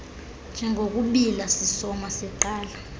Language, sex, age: Xhosa, female, 22